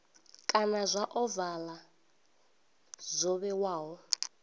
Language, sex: Venda, female